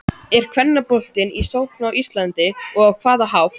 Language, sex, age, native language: Icelandic, male, 14, Icelandic